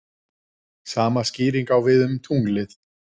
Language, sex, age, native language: Icelandic, male, 40-49, Icelandic